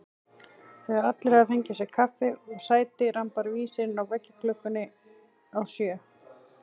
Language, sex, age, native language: Icelandic, female, 40-49, Icelandic